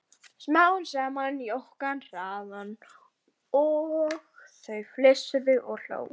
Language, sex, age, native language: Icelandic, female, 12, Icelandic